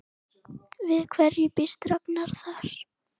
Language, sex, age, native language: Icelandic, female, 9, Icelandic